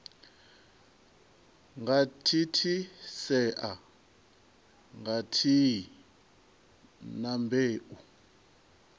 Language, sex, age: Venda, male, 23